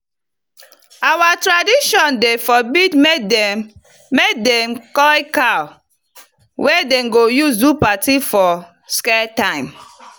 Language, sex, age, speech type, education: Nigerian Pidgin, female, 30-45, spontaneous, tertiary